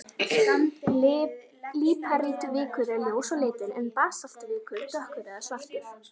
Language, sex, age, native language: Icelandic, female, 11, Icelandic